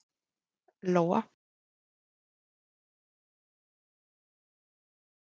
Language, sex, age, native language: Icelandic, female, 30-39, Icelandic